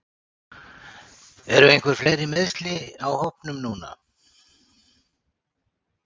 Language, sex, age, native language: Icelandic, male, 60-69, Icelandic